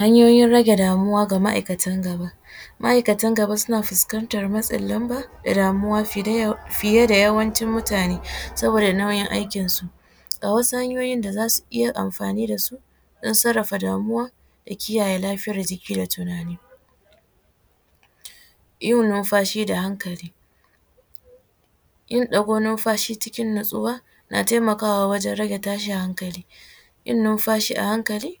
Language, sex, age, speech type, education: Hausa, female, 15-29, spontaneous, secondary